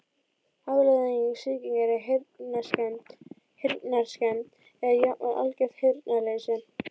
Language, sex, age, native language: Icelandic, female, 12, Icelandic